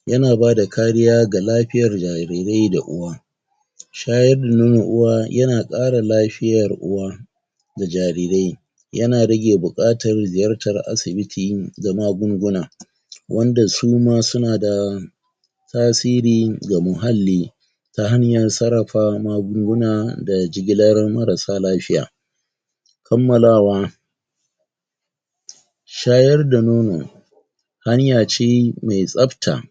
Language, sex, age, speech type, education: Hausa, male, 46-60, spontaneous, tertiary